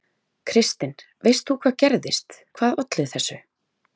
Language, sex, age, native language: Icelandic, female, 30-39, Icelandic